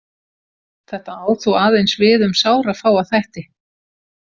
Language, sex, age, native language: Icelandic, female, 40-49, Icelandic